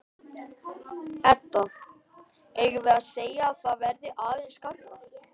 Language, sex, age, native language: Icelandic, male, 11, Icelandic